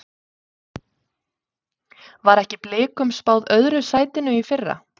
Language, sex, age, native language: Icelandic, female, 30-39, Icelandic